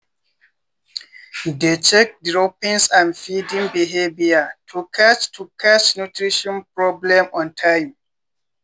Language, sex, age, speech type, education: Nigerian Pidgin, male, 15-29, spontaneous, tertiary